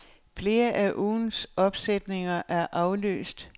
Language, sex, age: Danish, female, 69